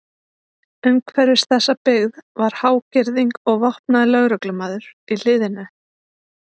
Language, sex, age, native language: Icelandic, female, 20-29, Icelandic